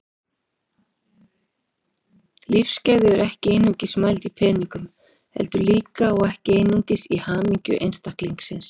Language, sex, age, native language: Icelandic, female, 40-49, Icelandic